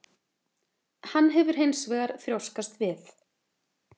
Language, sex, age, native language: Icelandic, female, 30-39, Icelandic